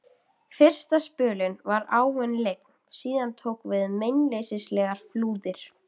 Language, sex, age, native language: Icelandic, female, 12, Icelandic